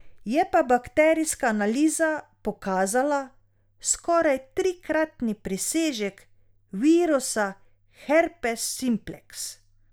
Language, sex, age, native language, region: Slovenian, female, 30-49, Slovenian, Drava region